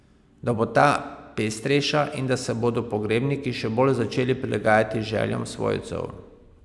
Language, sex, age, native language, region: Slovenian, male, 30-49, Slovenian, Pomurje region